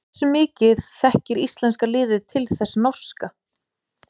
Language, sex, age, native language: Icelandic, female, 40-49, Icelandic